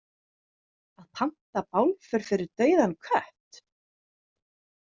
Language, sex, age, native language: Icelandic, female, 30-39, Icelandic